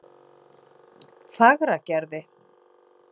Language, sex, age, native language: Icelandic, female, 40-49, Icelandic